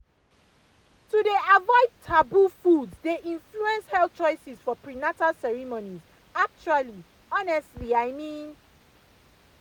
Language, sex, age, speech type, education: Nigerian Pidgin, female, 30-45, spontaneous, tertiary